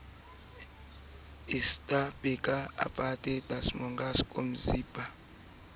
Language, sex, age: Southern Sotho, male, 21